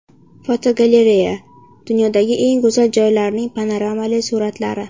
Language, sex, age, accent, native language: Uzbek, female, under 19, Qashqadaryo, Uzbek